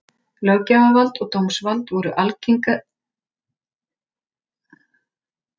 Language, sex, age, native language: Icelandic, female, 40-49, Icelandic